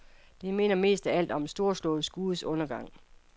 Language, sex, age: Danish, female, 55